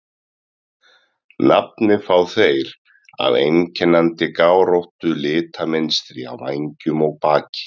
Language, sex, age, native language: Icelandic, male, 30-39, Icelandic